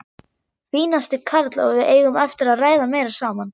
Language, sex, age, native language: Icelandic, female, 11, German